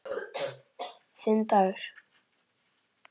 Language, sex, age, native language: Icelandic, male, 10, Icelandic